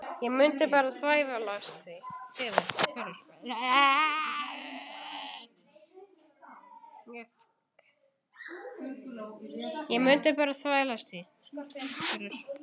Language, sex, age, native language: Icelandic, male, 9, Icelandic